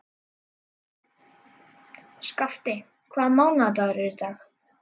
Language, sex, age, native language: Icelandic, other, 12, Icelandic